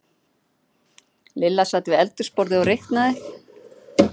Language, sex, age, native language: Icelandic, female, 50-59, Icelandic